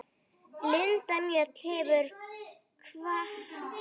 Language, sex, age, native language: Icelandic, female, 8, Icelandic